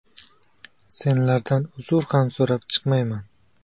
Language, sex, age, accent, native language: Uzbek, male, 18-24, Qashqadaryo, Uzbek